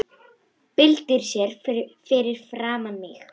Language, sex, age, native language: Icelandic, female, 10, Russian